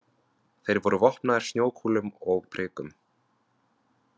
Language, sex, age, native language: Icelandic, male, 20-29, Vietnamese